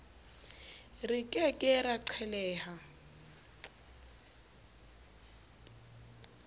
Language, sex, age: Southern Sotho, female, 29